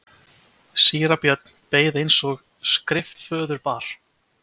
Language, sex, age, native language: Icelandic, male, 20-29, Icelandic